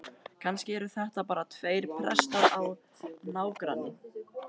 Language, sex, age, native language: Icelandic, male, 13, Icelandic